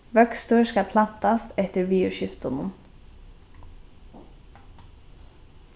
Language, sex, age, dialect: Faroese, female, 15-35, Norðurstreymoy/Eysturoy